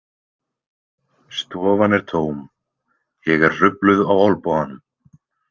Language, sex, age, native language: Icelandic, male, 20-29, Icelandic